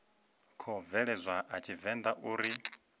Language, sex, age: Venda, male, 25